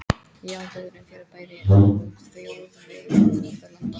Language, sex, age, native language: Icelandic, female, 13, English